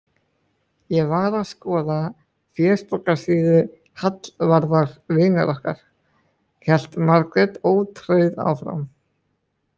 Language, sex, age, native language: Icelandic, male, 18-19, Icelandic